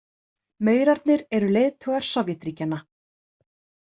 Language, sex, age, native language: Icelandic, female, 30-39, Icelandic